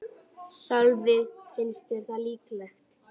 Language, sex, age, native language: Icelandic, female, 8, Icelandic